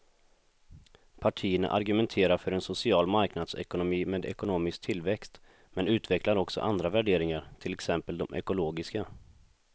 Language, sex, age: Swedish, male, 26